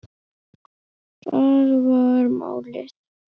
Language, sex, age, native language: Icelandic, male, 8, Icelandic